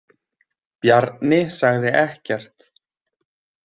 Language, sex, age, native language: Icelandic, male, 20-29, Icelandic